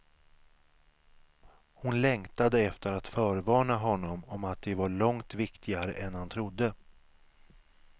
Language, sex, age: Swedish, male, 37